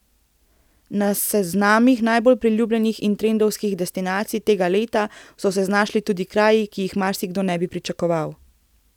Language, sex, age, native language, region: Slovenian, female, 18-29, Slovenian, Central Slovenia